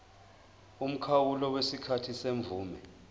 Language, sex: Zulu, male